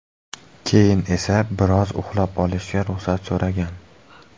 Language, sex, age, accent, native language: Uzbek, male, 18-24, Namangan, Uzbek